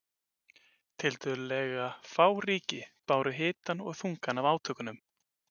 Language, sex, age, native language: Icelandic, male, 20-29, Icelandic